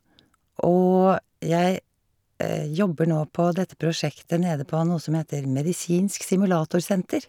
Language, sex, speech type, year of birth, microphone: Norwegian, female, spontaneous, 1951, Shure